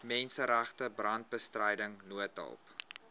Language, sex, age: Afrikaans, male, 21